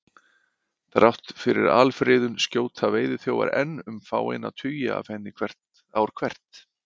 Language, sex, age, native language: Icelandic, male, 50-59, Icelandic